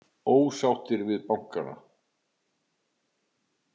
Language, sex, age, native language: Icelandic, male, 50-59, Icelandic